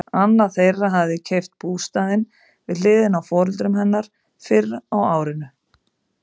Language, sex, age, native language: Icelandic, female, 50-59, Icelandic